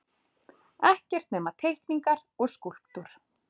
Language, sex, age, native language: Icelandic, female, 30-39, Icelandic